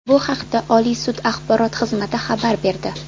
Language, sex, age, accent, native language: Uzbek, female, 18-24, Andijon, Uzbek